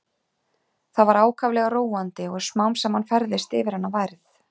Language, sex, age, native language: Icelandic, female, 30-39, Icelandic